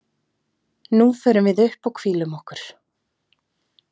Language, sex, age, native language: Icelandic, female, 30-39, Icelandic